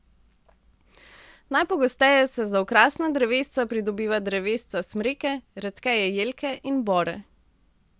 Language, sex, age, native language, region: Slovenian, female, 18-29, Slovenian, Central Slovenia